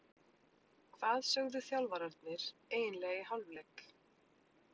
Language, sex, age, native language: Icelandic, female, 20-29, Icelandic